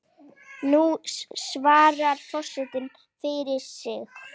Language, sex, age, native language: Icelandic, female, 8, Icelandic